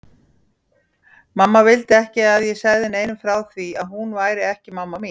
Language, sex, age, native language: Icelandic, female, 40-49, Icelandic